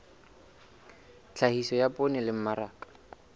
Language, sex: Southern Sotho, male